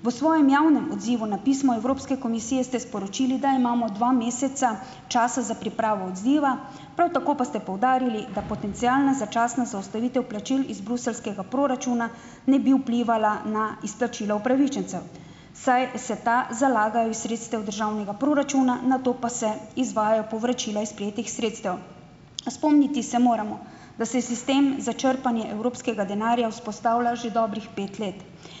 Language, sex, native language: Slovenian, female, Slovenian